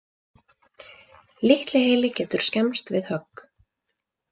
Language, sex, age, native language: Icelandic, female, 20-29, Icelandic